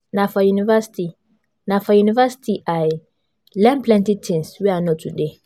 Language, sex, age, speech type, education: Nigerian Pidgin, female, 15-29, spontaneous, tertiary